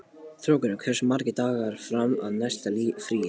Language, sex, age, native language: Icelandic, male, 18-19, Polish